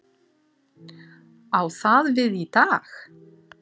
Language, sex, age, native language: Icelandic, female, 40-49, Icelandic